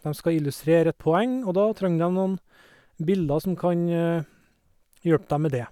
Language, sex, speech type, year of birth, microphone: Norwegian, male, spontaneous, 1969, Sennheiser